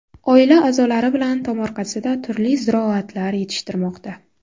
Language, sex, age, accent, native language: Uzbek, female, 19-29, Navoiy, Uzbek